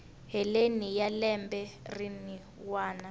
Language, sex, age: Tsonga, female, 19